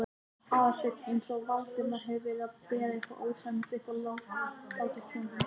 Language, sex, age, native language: Icelandic, male, 20-29, Icelandic